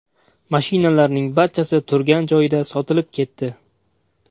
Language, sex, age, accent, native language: Uzbek, male, 18-24, Toshkent viloyati, Uzbek